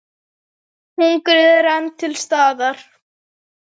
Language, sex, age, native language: Icelandic, female, 10, Icelandic